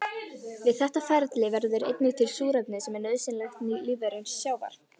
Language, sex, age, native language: Icelandic, female, 18-19, Icelandic